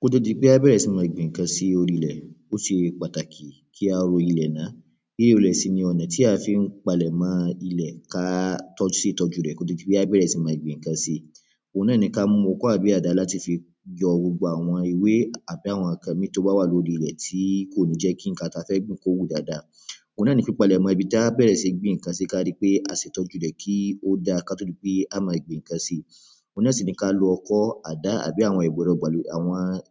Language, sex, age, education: Yoruba, male, 15-29, primary